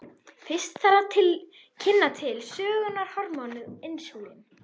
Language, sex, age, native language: Icelandic, female, 21, Icelandic